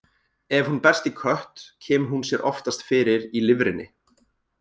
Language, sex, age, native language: Icelandic, male, 20-29, Icelandic